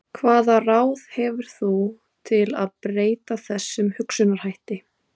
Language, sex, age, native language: Icelandic, female, 20-29, Icelandic